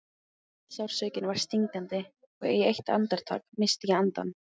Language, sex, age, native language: Icelandic, female, 15, Icelandic